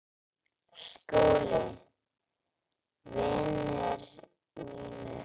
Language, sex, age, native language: Icelandic, female, 10, Icelandic